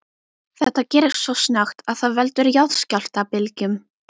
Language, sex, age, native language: Icelandic, female, 12, Icelandic